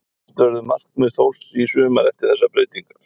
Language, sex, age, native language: Icelandic, male, 50-59, Icelandic